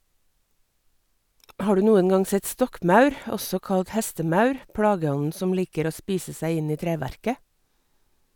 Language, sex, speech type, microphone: Norwegian, female, read, Sennheiser